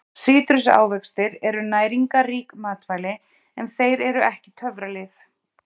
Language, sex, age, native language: Icelandic, female, 30-39, Icelandic